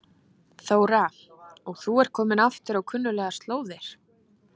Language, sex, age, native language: Icelandic, female, 30-39, Icelandic